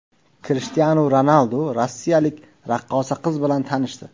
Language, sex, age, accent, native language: Uzbek, male, 19-29, Qashqadaryo, Uzbek